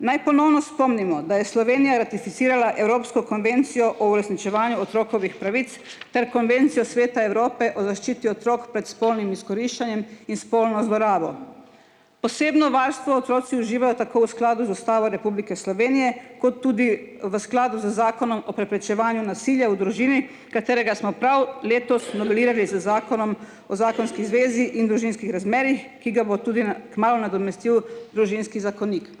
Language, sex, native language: Slovenian, female, Slovenian